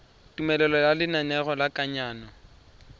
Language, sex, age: Tswana, male, 23